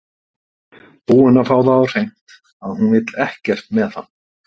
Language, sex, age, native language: Icelandic, male, 50-59, Icelandic